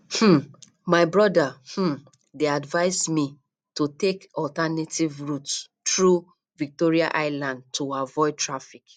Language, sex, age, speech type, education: Nigerian Pidgin, female, 30-45, spontaneous, tertiary